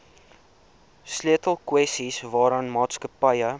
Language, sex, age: Afrikaans, male, 19